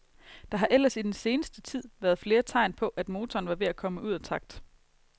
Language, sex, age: Danish, female, 22